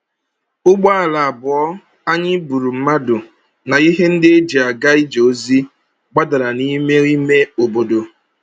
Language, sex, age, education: Igbo, male, 30-45, tertiary